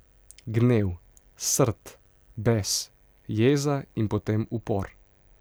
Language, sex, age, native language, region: Slovenian, male, 18-29, Slovenian, Pomurje region